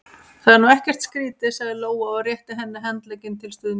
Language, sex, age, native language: Icelandic, female, 30-39, Icelandic